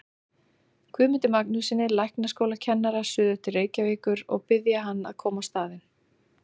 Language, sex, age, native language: Icelandic, female, 30-39, Icelandic